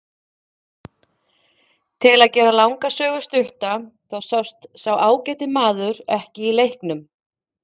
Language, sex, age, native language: Icelandic, female, 40-49, Icelandic